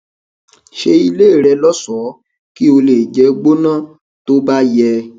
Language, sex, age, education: Yoruba, male, 30-45, tertiary